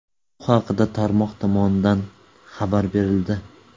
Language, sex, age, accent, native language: Uzbek, male, 25-34, Surxondaryo, Uzbek